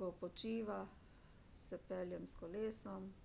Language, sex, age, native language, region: Slovenian, female, 60+, Slovenian, Drava region